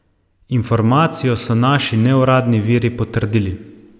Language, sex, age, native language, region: Slovenian, male, 30-49, Slovenian, Savinja region